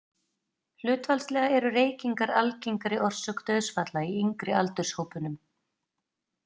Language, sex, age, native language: Icelandic, female, 30-39, Icelandic